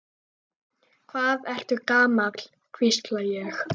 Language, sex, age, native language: Icelandic, female, 9, Icelandic